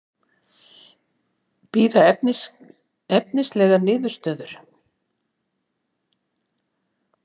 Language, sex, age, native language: Icelandic, female, 60-69, Icelandic